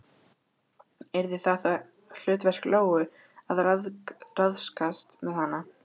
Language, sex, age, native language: Icelandic, female, 12, Icelandic